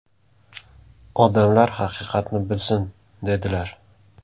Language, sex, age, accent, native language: Uzbek, male, 18-24, Samarqand, Uzbek